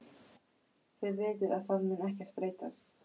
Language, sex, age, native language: Icelandic, female, 12, Icelandic